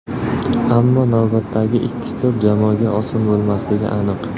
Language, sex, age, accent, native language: Uzbek, male, 18-24, Surxondaryo, Uzbek